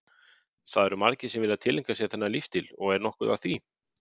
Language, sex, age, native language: Icelandic, male, 50-59, Icelandic